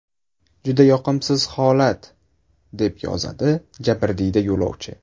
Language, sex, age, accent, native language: Uzbek, male, 18-24, Buxoro, Uzbek